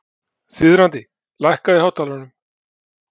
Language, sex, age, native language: Icelandic, male, 40-49, Icelandic